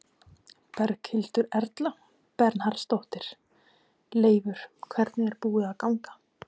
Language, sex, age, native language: Icelandic, female, 30-39, Icelandic